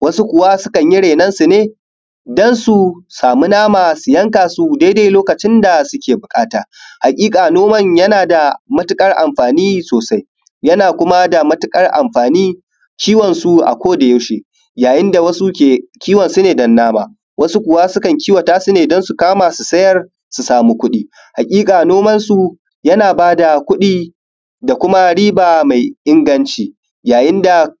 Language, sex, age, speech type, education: Hausa, male, 15-29, spontaneous, primary